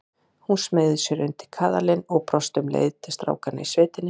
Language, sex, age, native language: Icelandic, female, 40-49, Icelandic